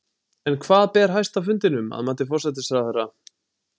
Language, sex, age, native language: Icelandic, male, 20-29, Icelandic